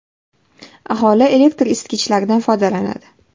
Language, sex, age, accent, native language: Uzbek, female, 19-29, Farg'ona, Uzbek